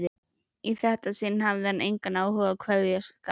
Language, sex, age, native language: Icelandic, female, 11, Icelandic